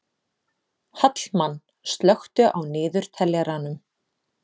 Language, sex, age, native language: Icelandic, female, 30-39, Icelandic